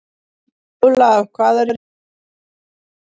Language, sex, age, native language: Icelandic, female, 30-39, Icelandic